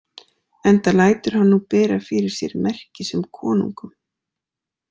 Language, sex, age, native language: Icelandic, female, 40-49, Icelandic